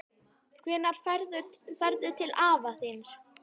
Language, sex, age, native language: Icelandic, male, 10, Icelandic